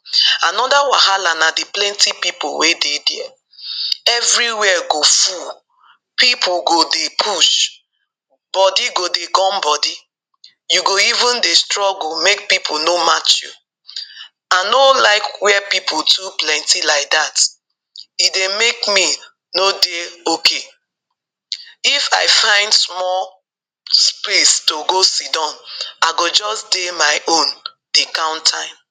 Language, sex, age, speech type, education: Nigerian Pidgin, female, 46-60, spontaneous, tertiary